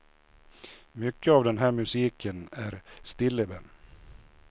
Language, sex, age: Swedish, male, 56